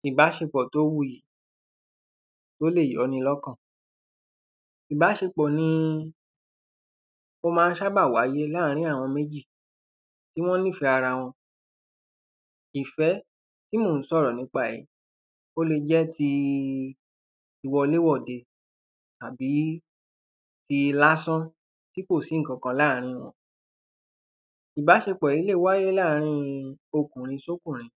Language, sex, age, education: Yoruba, male, 15-29, tertiary